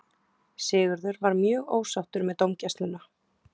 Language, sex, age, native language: Icelandic, female, 20-29, Icelandic